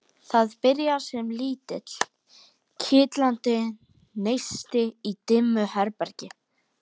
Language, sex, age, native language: Icelandic, female, 12, Icelandic